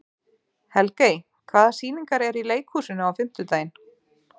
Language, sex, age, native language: Icelandic, female, 30-39, Icelandic